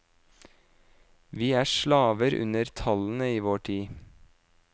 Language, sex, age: Norwegian, male, 26